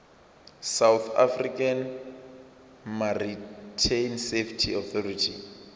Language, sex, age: Venda, male, 27